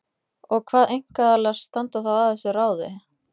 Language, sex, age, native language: Icelandic, female, 20-29, Icelandic